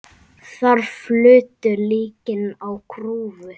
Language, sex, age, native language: Icelandic, male, 8, Icelandic